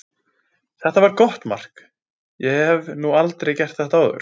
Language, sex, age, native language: Icelandic, male, 20-29, Icelandic